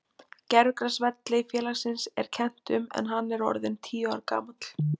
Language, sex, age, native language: Icelandic, female, 20-29, Icelandic